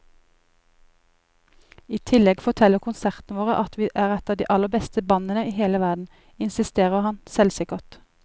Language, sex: Norwegian, female